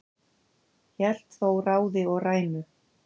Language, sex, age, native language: Icelandic, female, 50-59, Icelandic